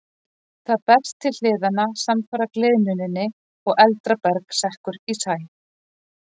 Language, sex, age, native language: Icelandic, female, 40-49, Icelandic